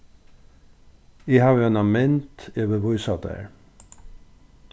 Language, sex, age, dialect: Faroese, male, 36-60, Norðurstreymoy/Eysturoy